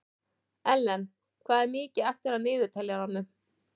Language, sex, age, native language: Icelandic, female, 40-49, Icelandic